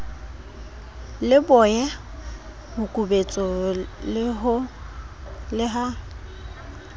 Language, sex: Southern Sotho, female